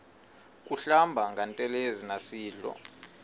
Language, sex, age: Xhosa, male, 38